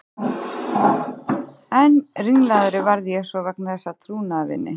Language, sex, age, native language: Icelandic, female, 30-39, Icelandic